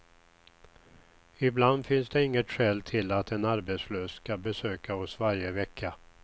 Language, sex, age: Swedish, male, 61